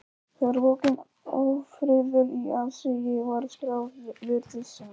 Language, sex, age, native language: Icelandic, male, 11, Polish